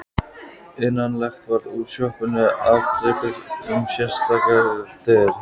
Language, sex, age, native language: Icelandic, male, 15, Icelandic